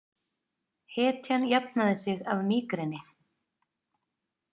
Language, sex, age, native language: Icelandic, female, 30-39, Icelandic